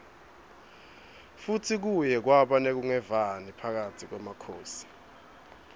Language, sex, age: Swati, male, 22